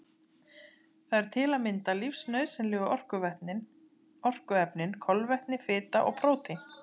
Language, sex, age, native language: Icelandic, female, 30-39, Icelandic